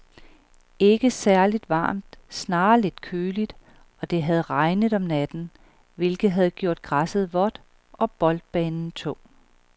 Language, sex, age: Danish, female, 38